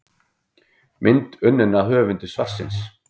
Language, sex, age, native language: Icelandic, male, 50-59, Icelandic